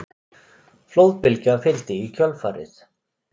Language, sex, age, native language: Icelandic, male, 40-49, Icelandic